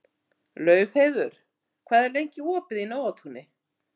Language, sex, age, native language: Icelandic, female, 18-19, Icelandic